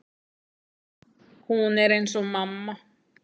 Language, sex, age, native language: Icelandic, female, 9, Icelandic